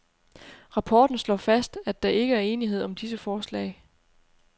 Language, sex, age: Danish, female, 30